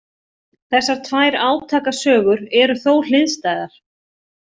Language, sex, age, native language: Icelandic, female, 40-49, Icelandic